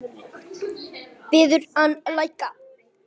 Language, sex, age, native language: Icelandic, female, 10, English